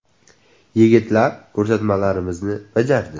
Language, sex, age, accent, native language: Uzbek, male, 18-24, Samarqand, Uzbek